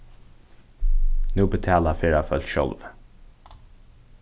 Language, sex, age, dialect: Faroese, male, 15-35, Suðurstreymoy